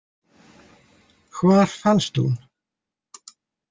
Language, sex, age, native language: Icelandic, male, 80-89, Icelandic